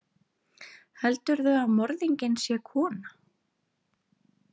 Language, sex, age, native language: Icelandic, female, 30-39, Icelandic